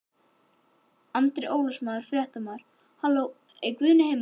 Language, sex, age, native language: Icelandic, male, 12, Icelandic